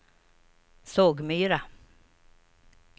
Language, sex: Swedish, female